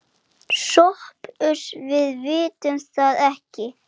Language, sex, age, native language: Icelandic, male, 8, Icelandic